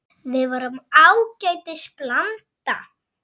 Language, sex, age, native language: Icelandic, female, 7, Icelandic